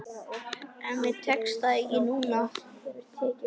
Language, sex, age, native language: Icelandic, male, 11, Icelandic